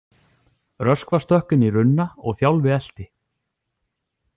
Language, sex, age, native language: Icelandic, male, 40-49, Icelandic